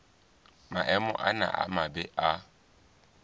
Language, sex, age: Southern Sotho, male, 20